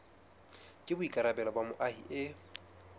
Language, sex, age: Southern Sotho, male, 20